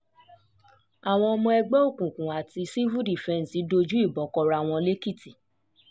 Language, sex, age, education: Yoruba, female, 15-29, tertiary